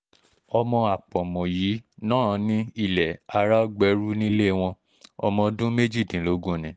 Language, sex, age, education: Yoruba, male, 15-29, tertiary